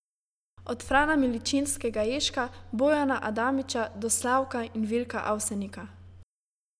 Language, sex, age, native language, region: Slovenian, female, 18-29, Slovenian, Savinja region